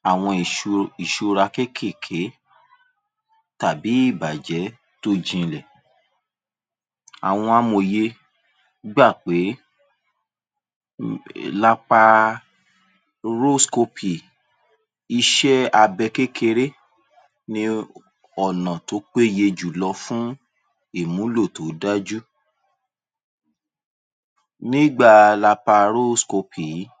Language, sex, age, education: Yoruba, male, 30-45, tertiary